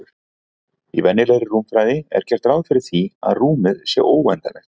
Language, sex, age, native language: Icelandic, male, 40-49, Icelandic